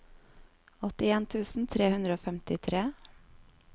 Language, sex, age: Norwegian, female, 39